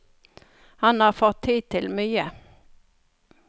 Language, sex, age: Norwegian, female, 42